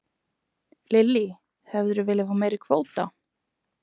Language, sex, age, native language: Icelandic, female, 20-29, Icelandic